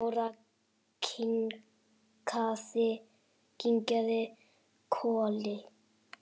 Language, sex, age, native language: Icelandic, male, 7, Icelandic